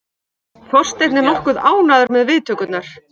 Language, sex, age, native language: Icelandic, female, 50-59, Icelandic